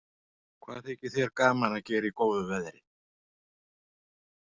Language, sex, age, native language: Icelandic, male, 40-49, Icelandic